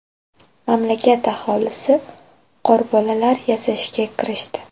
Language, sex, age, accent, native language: Uzbek, female, 25-34, Toshkent viloyati, Uzbek